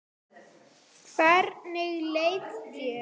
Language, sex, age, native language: Icelandic, female, 8, Icelandic